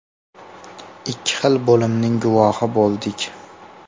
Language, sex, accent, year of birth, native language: Uzbek, male, Farg'ona, 2000, Uzbek